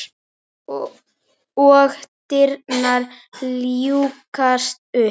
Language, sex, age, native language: Icelandic, male, 9, Icelandic